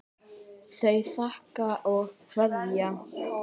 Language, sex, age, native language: Icelandic, male, 10, Icelandic